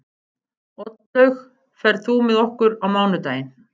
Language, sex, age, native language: Icelandic, female, 50-59, Icelandic